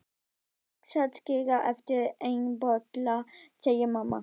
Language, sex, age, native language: Icelandic, female, 12, Icelandic